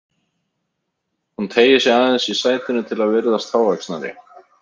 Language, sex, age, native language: Icelandic, male, 30-39, Icelandic